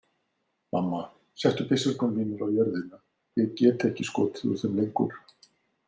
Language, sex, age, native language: Icelandic, male, 60-69, Icelandic